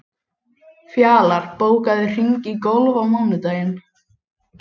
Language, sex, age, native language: Icelandic, male, 18-19, Icelandic